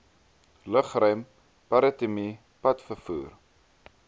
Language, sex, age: Afrikaans, male, 22